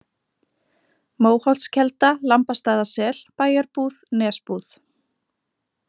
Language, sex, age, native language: Icelandic, female, 20-29, Icelandic